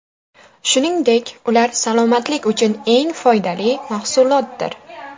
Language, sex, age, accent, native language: Uzbek, female, 12-17, Sirdaryo, Uzbek